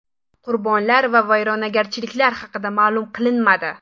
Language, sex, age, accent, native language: Uzbek, female, 18-24, Samarqand, Uzbek